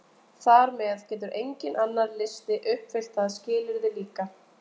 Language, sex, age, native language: Icelandic, female, 20-29, Icelandic